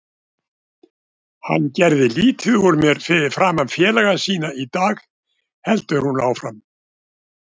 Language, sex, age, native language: Icelandic, male, 70-79, Icelandic